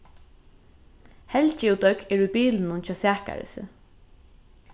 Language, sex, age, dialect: Faroese, female, 15-35, Norðurstreymoy/Eysturoy